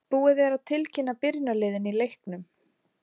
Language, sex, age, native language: Icelandic, female, 40-49, Icelandic